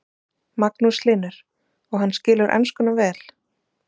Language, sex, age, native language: Icelandic, female, 20-29, Icelandic